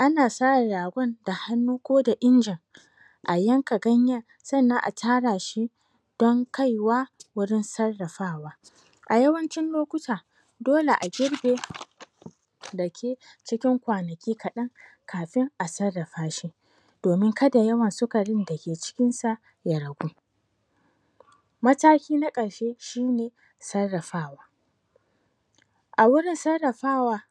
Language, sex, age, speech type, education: Hausa, female, 30-45, spontaneous, tertiary